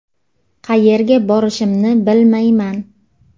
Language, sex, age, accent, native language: Uzbek, female, 25-34, Jizzax, Uzbek